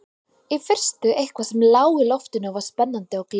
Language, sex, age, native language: Icelandic, female, 20-29, Icelandic